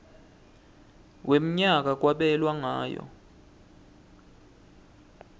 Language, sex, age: Swati, male, 20